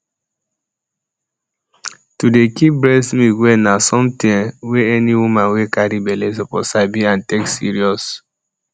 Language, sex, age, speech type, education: Nigerian Pidgin, male, 15-29, spontaneous, tertiary